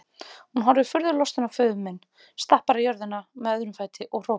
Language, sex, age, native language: Icelandic, female, 30-39, Icelandic